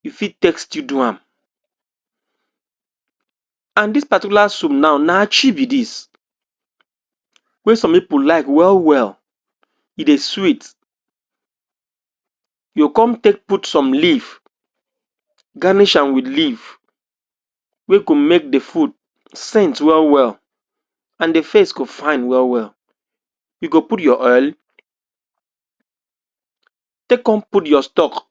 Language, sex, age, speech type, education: Nigerian Pidgin, male, 60+, spontaneous, tertiary